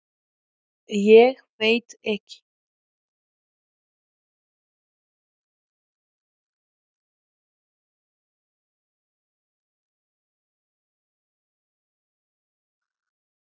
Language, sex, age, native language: Icelandic, female, 30-39, Icelandic